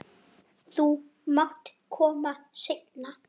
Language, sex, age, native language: Icelandic, male, 7, Icelandic